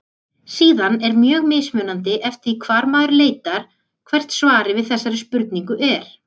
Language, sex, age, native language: Icelandic, female, 30-39, Icelandic